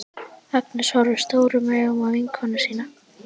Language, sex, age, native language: Icelandic, female, 11, Icelandic